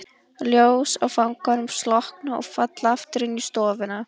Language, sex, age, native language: Icelandic, female, 11, Icelandic